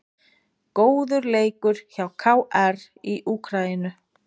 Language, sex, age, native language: Icelandic, female, 20-29, Icelandic